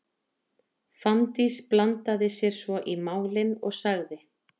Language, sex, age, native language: Icelandic, female, 40-49, Icelandic